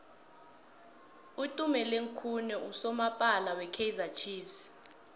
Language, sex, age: South Ndebele, female, 20